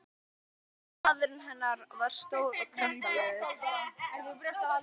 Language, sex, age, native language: Icelandic, female, 12, Icelandic